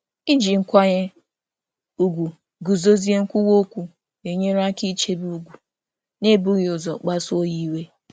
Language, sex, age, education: Igbo, male, 30-45, tertiary